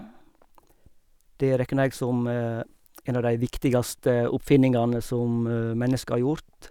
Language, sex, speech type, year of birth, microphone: Norwegian, male, spontaneous, 1956, Sennheiser